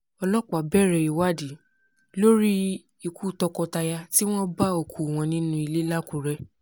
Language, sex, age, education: Yoruba, female, 15-29, tertiary